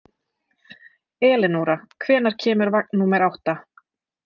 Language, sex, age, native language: Icelandic, female, 30-39, Icelandic